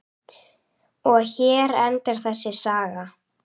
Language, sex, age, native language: Icelandic, female, 8, Icelandic